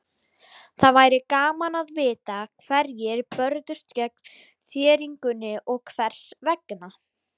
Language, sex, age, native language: Icelandic, female, 60-69, Icelandic